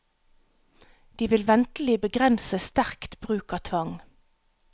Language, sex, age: Norwegian, female, 37